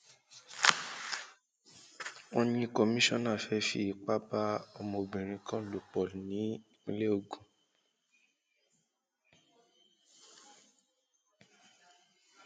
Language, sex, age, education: Yoruba, male, 15-29, tertiary